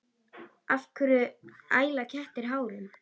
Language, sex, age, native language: Icelandic, female, 10, Icelandic